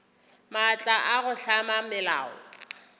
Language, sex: Northern Sotho, female